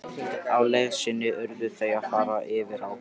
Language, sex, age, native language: Icelandic, male, 13, Icelandic